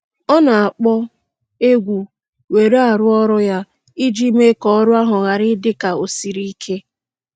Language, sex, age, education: Igbo, female, 15-29, secondary